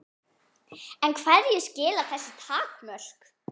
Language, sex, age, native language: Icelandic, female, 9, Icelandic